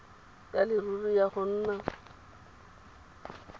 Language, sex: Tswana, female